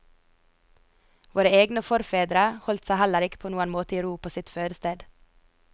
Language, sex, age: Norwegian, female, 22